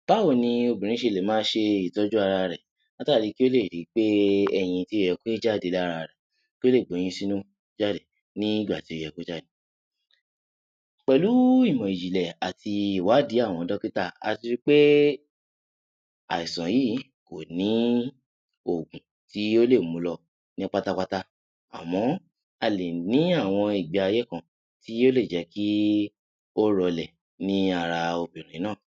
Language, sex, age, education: Yoruba, male, 15-29, tertiary